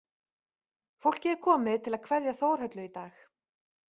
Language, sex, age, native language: Icelandic, female, 30-39, Icelandic